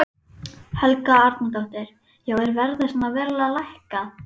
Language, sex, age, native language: Icelandic, female, 11, Icelandic